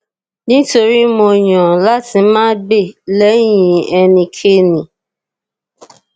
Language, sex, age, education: Yoruba, female, 30-45, tertiary